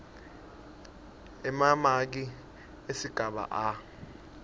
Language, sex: Swati, male